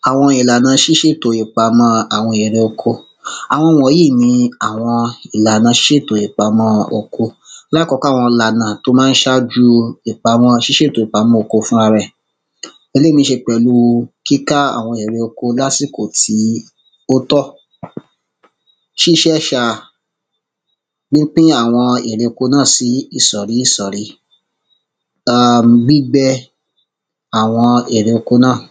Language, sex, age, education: Yoruba, male, 30-45, secondary